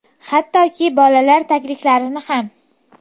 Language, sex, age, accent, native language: Uzbek, female, 18-24, Farg'ona, Uzbek